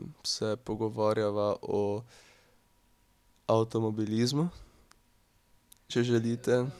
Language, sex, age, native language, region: Slovenian, male, 18-29, Slovenian, Drava region